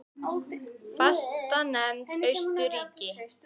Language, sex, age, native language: Icelandic, female, 18-19, Icelandic